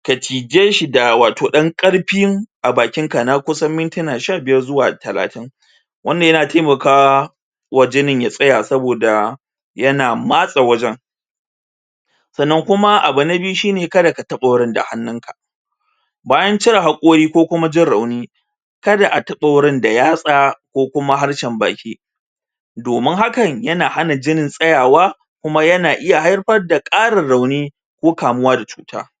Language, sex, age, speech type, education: Hausa, male, 30-45, spontaneous, tertiary